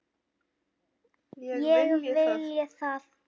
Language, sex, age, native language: Icelandic, female, 7, Icelandic